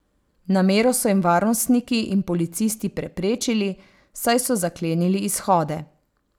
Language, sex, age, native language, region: Slovenian, female, 30-49, Slovenian, Savinja region